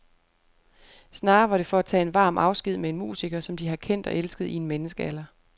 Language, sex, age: Danish, female, 28